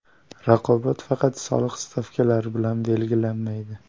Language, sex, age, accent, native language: Uzbek, male, 18-24, Toshkent viloyati, Uzbek